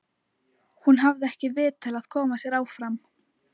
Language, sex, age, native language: Icelandic, female, 11, Icelandic